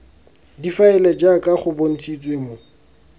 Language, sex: Tswana, male